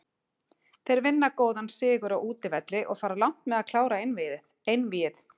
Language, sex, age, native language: Icelandic, female, 40-49, Icelandic